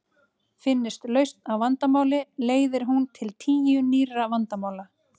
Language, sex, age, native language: Icelandic, female, 30-39, Icelandic